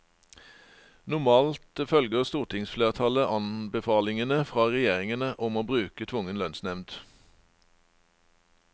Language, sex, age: Norwegian, male, 49